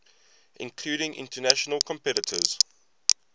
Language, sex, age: English, male, 22